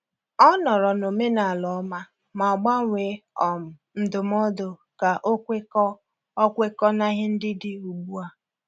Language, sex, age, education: Igbo, female, 30-45, tertiary